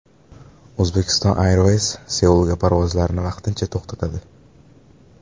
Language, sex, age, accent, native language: Uzbek, male, 18-24, Farg'ona, Uzbek